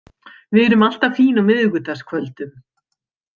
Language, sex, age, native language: Icelandic, female, 50-59, Icelandic